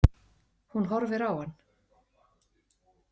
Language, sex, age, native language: Icelandic, female, 30-39, Icelandic